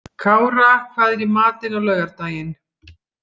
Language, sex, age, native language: Icelandic, female, 50-59, Icelandic